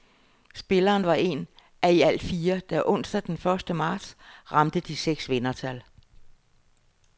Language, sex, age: Danish, female, 60